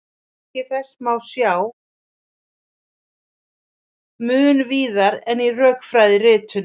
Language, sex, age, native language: Icelandic, female, 40-49, Icelandic